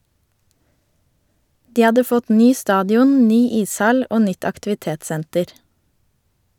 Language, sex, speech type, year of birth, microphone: Norwegian, female, read, 1987, Shure